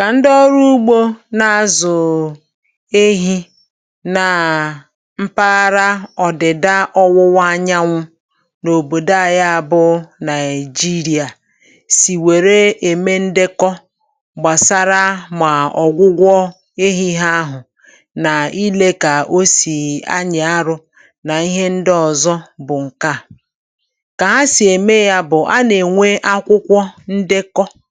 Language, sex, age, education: Igbo, female, 60+, tertiary